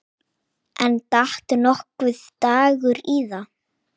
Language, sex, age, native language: Icelandic, female, 8, Icelandic